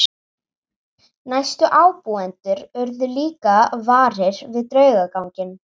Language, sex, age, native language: Icelandic, female, 40-49, Icelandic